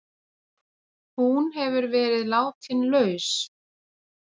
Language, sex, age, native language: Icelandic, female, 40-49, Icelandic